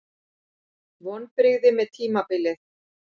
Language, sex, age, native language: Icelandic, female, 40-49, Icelandic